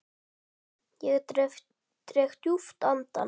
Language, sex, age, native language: Icelandic, male, 10, Icelandic